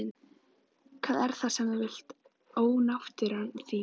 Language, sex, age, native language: Icelandic, female, 11, Icelandic